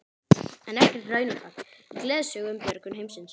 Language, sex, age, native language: Icelandic, male, 11, Icelandic